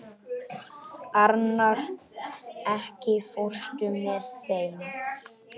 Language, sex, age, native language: Icelandic, female, 40-49, Icelandic